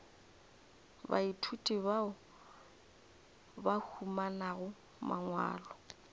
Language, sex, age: Northern Sotho, female, 24